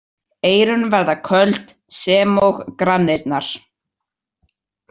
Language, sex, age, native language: Icelandic, male, 18-19, Icelandic